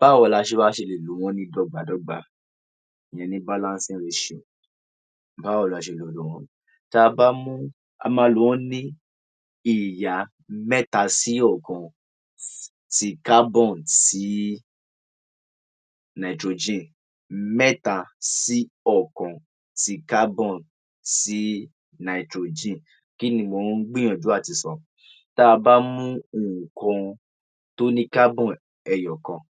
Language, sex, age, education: Yoruba, female, 15-29, tertiary